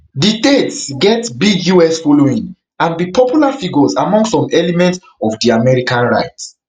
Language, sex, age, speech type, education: Nigerian Pidgin, male, 15-29, spontaneous, tertiary